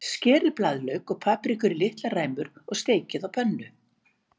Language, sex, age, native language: Icelandic, female, 60-69, Icelandic